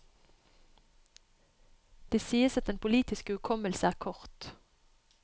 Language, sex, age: Norwegian, female, 31